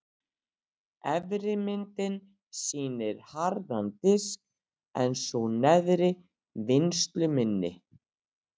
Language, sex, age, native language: Icelandic, female, 60-69, Icelandic